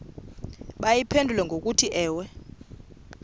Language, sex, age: Xhosa, female, 28